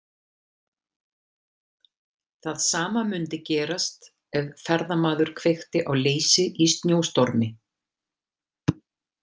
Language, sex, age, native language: Icelandic, female, 50-59, Icelandic